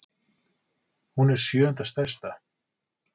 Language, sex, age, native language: Icelandic, male, 40-49, Icelandic